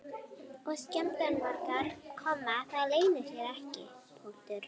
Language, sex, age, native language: Icelandic, female, 11, Icelandic